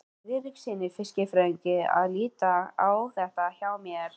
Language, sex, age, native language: Icelandic, female, 13, Icelandic